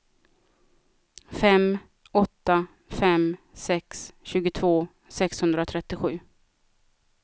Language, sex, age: Swedish, female, 36